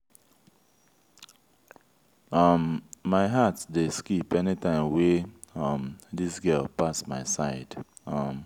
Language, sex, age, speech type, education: Nigerian Pidgin, male, 30-45, spontaneous, tertiary